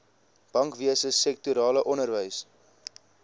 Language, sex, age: Afrikaans, male, 22